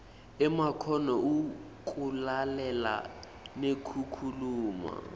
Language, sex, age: Swati, male, 18